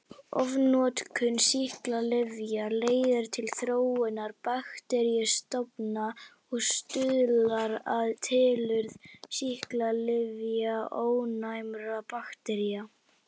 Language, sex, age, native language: Icelandic, female, 60-69, Icelandic